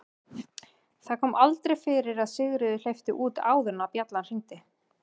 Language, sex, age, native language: Icelandic, female, 30-39, Icelandic